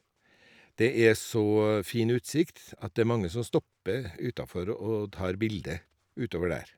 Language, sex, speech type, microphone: Norwegian, male, spontaneous, Shure